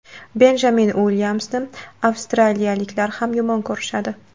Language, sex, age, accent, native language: Uzbek, female, 18-24, Qashqadaryo, Uzbek